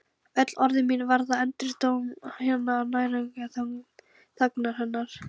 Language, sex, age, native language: Icelandic, female, 11, Icelandic